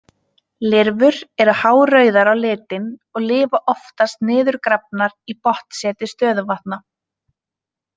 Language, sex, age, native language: Icelandic, female, 20-29, Icelandic